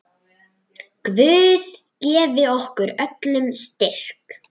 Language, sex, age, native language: Icelandic, male, 9, Icelandic